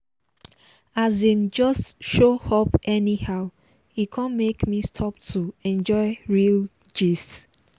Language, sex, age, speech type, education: Nigerian Pidgin, female, 15-29, spontaneous, tertiary